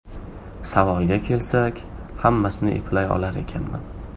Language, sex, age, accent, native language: Uzbek, male, 18-24, Farg'ona, Uzbek